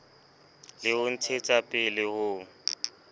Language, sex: Southern Sotho, male